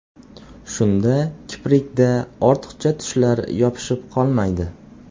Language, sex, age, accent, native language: Uzbek, male, 18-24, Qoraqalpog'iston, Uzbek